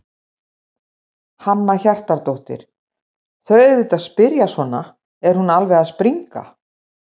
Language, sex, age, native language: Icelandic, female, 60-69, Icelandic